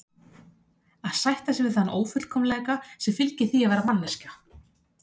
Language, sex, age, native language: Icelandic, female, 30-39, Icelandic